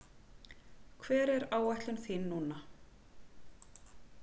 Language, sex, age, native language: Icelandic, female, 40-49, Icelandic